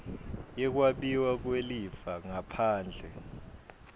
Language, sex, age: Swati, male, 22